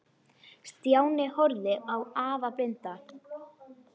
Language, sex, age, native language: Icelandic, female, 10, Icelandic